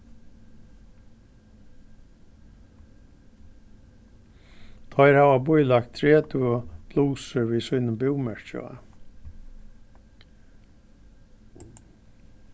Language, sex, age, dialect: Faroese, male, 61+, Norðurstreymoy/Eysturoy